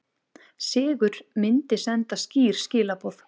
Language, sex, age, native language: Icelandic, female, 20-29, Icelandic